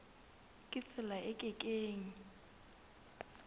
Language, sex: Southern Sotho, female